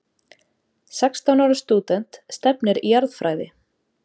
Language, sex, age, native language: Icelandic, female, 20-29, Icelandic